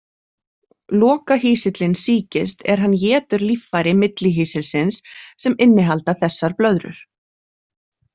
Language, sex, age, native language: Icelandic, female, 40-49, Icelandic